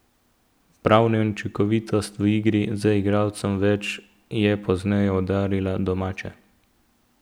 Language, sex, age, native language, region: Slovenian, male, 18-29, Slovenian, Central Slovenia